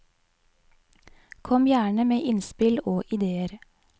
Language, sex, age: Norwegian, female, 20